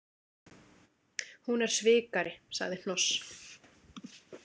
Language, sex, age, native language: Icelandic, female, 30-39, Icelandic